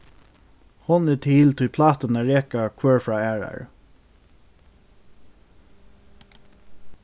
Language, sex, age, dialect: Faroese, male, 15-35, Norðurstreymoy/Eysturoy